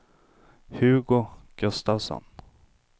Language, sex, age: Swedish, male, 25